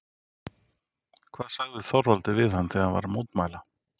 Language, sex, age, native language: Icelandic, male, 40-49, Icelandic